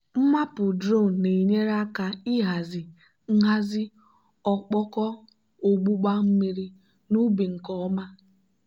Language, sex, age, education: Igbo, female, 15-29, tertiary